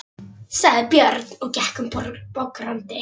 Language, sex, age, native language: Icelandic, female, 11, Polish